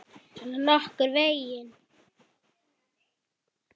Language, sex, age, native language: Icelandic, female, 8, Icelandic